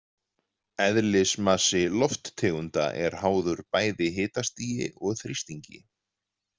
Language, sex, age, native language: Icelandic, male, 40-49, Icelandic